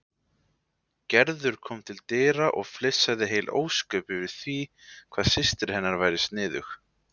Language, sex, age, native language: Icelandic, male, 20-29, Icelandic